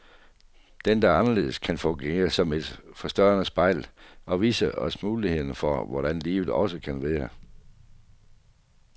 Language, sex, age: Danish, male, 48